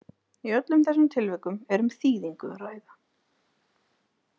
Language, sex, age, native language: Icelandic, female, 30-39, Icelandic